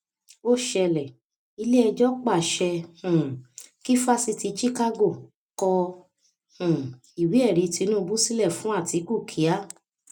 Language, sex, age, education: Yoruba, female, 30-45, tertiary